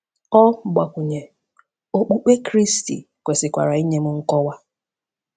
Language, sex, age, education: Igbo, female, 15-29, tertiary